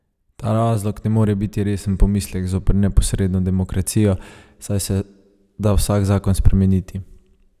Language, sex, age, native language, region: Slovenian, male, 30-49, Slovenian, Savinja region